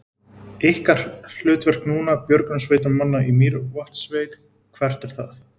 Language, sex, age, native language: Icelandic, male, 20-29, Icelandic